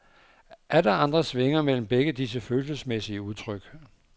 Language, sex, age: Danish, male, 59